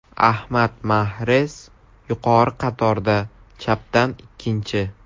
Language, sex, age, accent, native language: Uzbek, male, 12-17, Samarqand, Uzbek